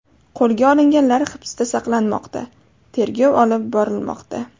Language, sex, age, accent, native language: Uzbek, female, 18-24, Farg'ona, Uzbek